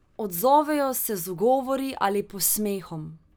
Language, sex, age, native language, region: Slovenian, female, 18-29, Slovenian, Drava region